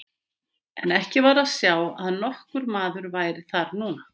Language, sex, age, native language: Icelandic, female, 50-59, Icelandic